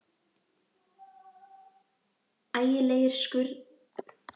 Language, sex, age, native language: Icelandic, female, 11, Icelandic